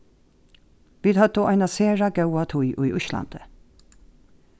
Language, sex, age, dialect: Faroese, female, 36-60, Norðuroyggjar